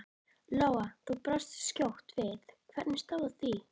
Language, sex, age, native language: Icelandic, female, 11, Icelandic